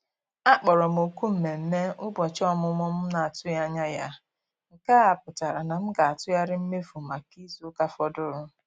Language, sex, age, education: Igbo, female, 15-29, tertiary